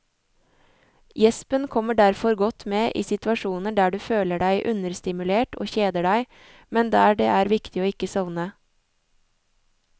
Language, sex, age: Norwegian, female, 24